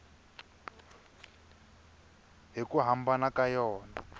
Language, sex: Tsonga, male